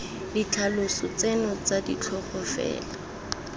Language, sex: Tswana, female